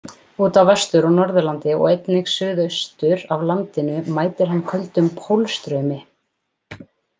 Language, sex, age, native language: Icelandic, female, 20-29, Icelandic